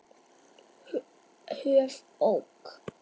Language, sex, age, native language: Icelandic, male, 8, Icelandic